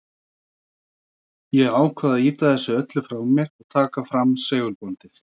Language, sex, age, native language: Icelandic, female, 60-69, Icelandic